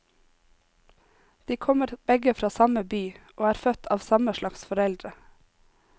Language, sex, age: Norwegian, female, 26